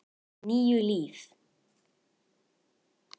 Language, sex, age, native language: Icelandic, male, 10, Icelandic